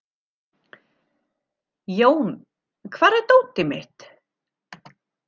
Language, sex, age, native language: Icelandic, female, 40-49, German